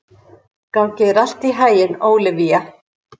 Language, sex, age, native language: Icelandic, female, 60-69, Icelandic